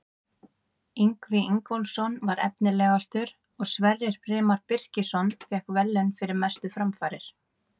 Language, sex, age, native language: Icelandic, female, 30-39, Icelandic